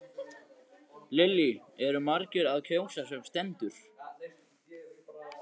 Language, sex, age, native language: Icelandic, male, 14, Icelandic